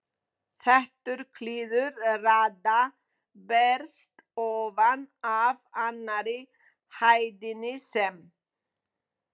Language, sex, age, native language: Icelandic, female, 20-29, Polish